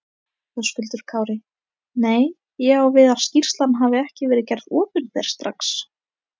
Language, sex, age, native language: Icelandic, female, 18-19, Icelandic